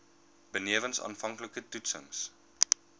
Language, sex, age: Afrikaans, male, 22